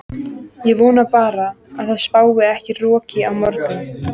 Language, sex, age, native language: Icelandic, female, 14, Icelandic